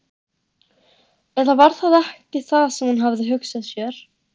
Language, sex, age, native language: Icelandic, female, 13, Icelandic